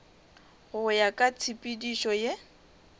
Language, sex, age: Northern Sotho, female, 21